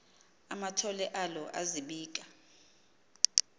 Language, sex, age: Xhosa, female, 38